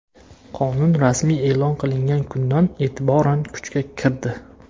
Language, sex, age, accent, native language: Uzbek, male, 19-29, Farg'ona, Uzbek